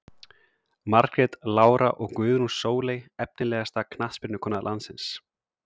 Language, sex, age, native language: Icelandic, male, 30-39, Icelandic